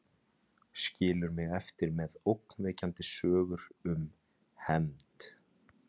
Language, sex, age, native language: Icelandic, male, 30-39, Icelandic